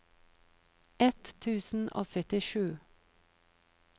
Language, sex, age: Norwegian, female, 43